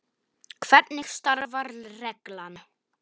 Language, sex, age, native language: Icelandic, male, 10, Polish